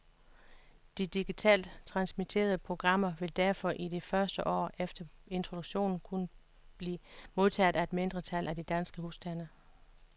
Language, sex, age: Danish, female, 56